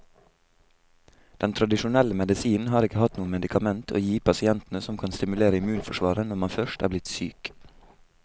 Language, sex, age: Norwegian, male, 22